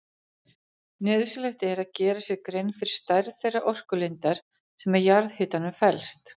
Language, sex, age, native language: Icelandic, female, 40-49, Icelandic